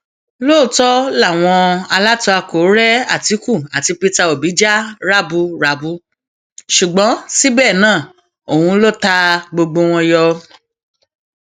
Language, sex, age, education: Yoruba, female, 30-45, tertiary